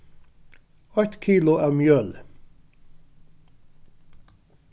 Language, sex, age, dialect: Faroese, male, 36-60, Norðuroyggjar